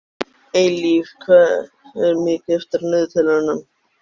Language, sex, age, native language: Icelandic, male, 13, Icelandic